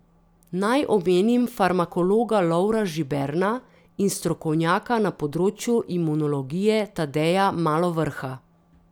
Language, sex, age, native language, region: Slovenian, female, 30-49, Slovenian, Drava region